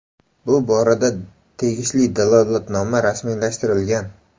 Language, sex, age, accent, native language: Uzbek, male, 18-24, Samarqand, Uzbek